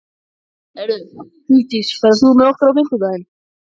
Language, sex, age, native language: Icelandic, male, 14, Icelandic